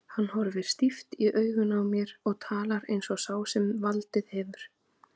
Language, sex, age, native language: Icelandic, female, 30-39, Icelandic